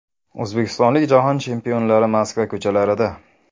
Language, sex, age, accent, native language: Uzbek, male, 25-34, Farg'ona, Uzbek